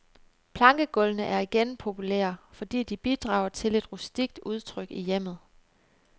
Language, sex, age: Danish, female, 29